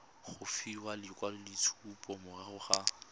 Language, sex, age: Tswana, male, 21